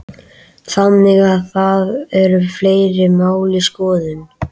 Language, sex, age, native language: Icelandic, male, 13, Icelandic